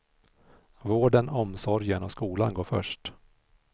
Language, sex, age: Swedish, male, 46